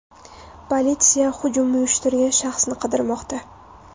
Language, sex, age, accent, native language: Uzbek, female, 19-29, Toshkent viloyati, Uzbek